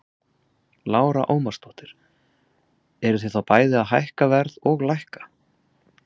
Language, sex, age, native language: Icelandic, male, 30-39, Icelandic